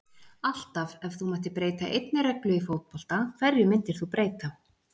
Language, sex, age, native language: Icelandic, female, 40-49, Icelandic